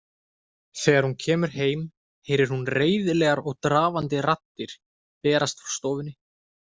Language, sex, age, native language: Icelandic, male, 20-29, Icelandic